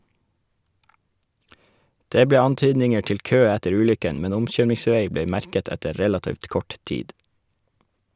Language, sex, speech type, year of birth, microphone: Norwegian, male, read, 1981, Shure